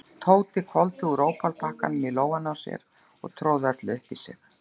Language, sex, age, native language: Icelandic, female, 60-69, Icelandic